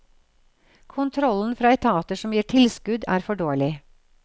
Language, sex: Norwegian, female